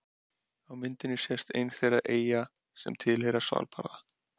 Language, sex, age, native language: Icelandic, male, 30-39, Icelandic